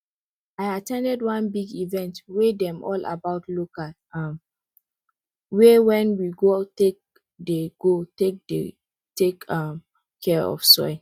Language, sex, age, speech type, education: Nigerian Pidgin, female, 30-45, spontaneous, tertiary